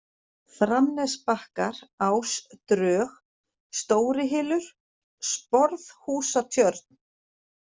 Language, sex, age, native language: Icelandic, female, 40-49, Icelandic